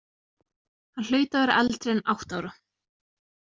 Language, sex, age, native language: Icelandic, female, 20-29, Icelandic